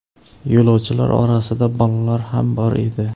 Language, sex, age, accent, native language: Uzbek, male, 35+, Samarqand, Uzbek